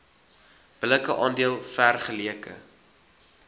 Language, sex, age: Afrikaans, male, 19